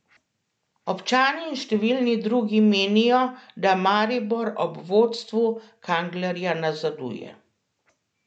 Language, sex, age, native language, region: Slovenian, female, 50-59, Slovenian, Central Slovenia